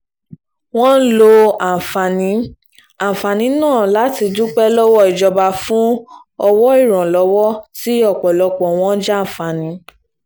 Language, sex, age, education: Yoruba, female, 15-29, tertiary